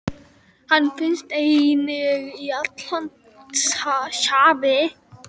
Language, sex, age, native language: Icelandic, female, 18-19, Icelandic